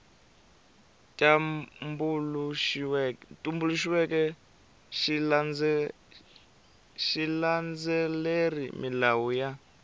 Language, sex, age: Tsonga, male, 23